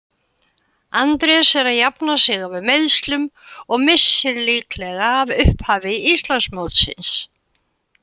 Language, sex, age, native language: Icelandic, female, 80-89, Icelandic